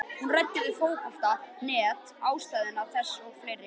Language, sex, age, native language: Icelandic, female, 50-59, Icelandic